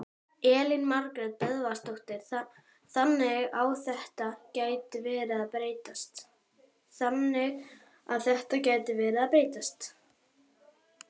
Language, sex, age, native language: Icelandic, female, 12, Icelandic